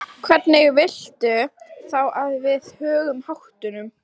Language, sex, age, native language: Icelandic, female, 12, Icelandic